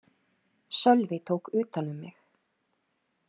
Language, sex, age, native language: Icelandic, female, 30-39, Icelandic